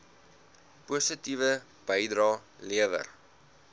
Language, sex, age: Afrikaans, male, 19